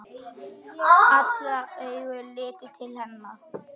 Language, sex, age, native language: Icelandic, male, 9, Icelandic